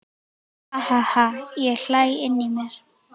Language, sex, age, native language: Icelandic, female, 11, Icelandic